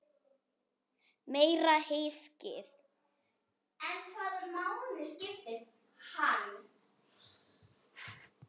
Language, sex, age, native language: Icelandic, female, 7, Icelandic